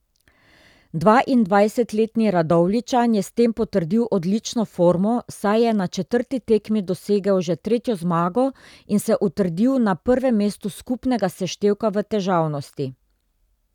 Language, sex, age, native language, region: Slovenian, female, 30-49, Slovenian, Drava region